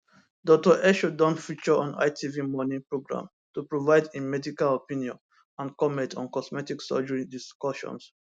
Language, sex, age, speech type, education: Nigerian Pidgin, male, 15-29, spontaneous, tertiary